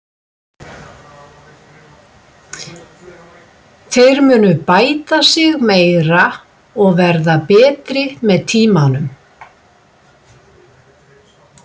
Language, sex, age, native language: Icelandic, female, 60-69, Icelandic